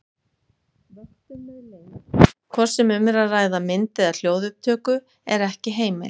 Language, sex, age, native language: Icelandic, female, 50-59, Icelandic